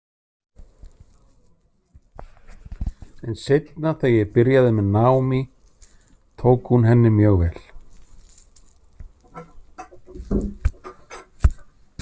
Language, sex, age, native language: Icelandic, male, 50-59, Icelandic